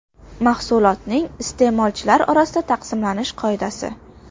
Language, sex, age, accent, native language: Uzbek, female, under 19, Qashqadaryo, Uzbek